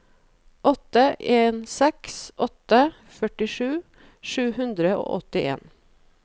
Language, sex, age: Norwegian, female, 37